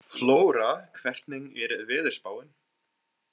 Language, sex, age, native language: Icelandic, male, 18-19, English